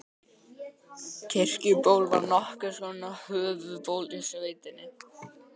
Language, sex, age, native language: Icelandic, male, 12, Icelandic